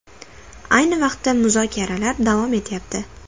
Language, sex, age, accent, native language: Uzbek, female, 19-29, Toshkent shahri, Uzbek